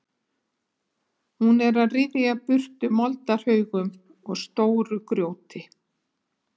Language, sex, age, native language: Icelandic, female, 70-79, Icelandic